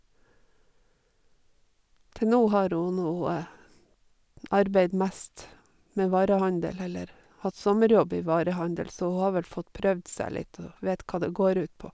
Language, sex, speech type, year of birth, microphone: Norwegian, female, spontaneous, 1952, Sennheiser